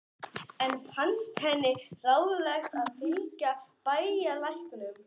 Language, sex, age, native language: Icelandic, male, 11, Icelandic